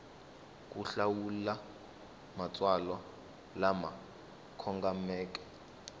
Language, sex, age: Tsonga, male, 19